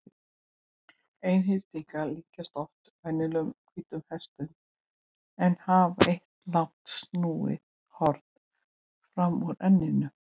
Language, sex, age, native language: Icelandic, female, 60-69, Icelandic